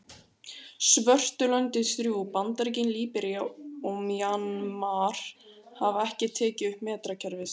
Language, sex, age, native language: Icelandic, female, 18-19, Icelandic